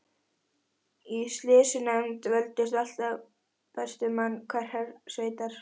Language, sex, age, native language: Icelandic, female, 11, Icelandic